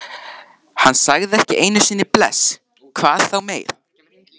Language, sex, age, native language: Icelandic, male, 13, Icelandic